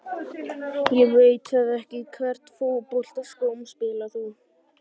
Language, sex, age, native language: Icelandic, male, 11, Icelandic